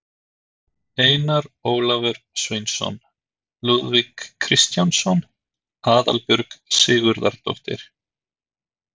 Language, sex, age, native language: Icelandic, male, 30-39, Icelandic